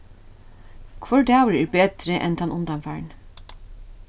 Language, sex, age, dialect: Faroese, female, 36-60, Norðuroyggjar